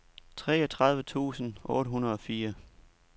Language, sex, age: Danish, male, 29